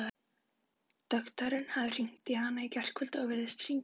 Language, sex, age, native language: Icelandic, female, 11, Icelandic